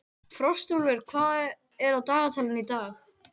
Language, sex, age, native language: Icelandic, female, 18-19, Icelandic